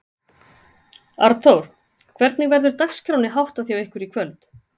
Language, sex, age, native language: Icelandic, female, 40-49, Icelandic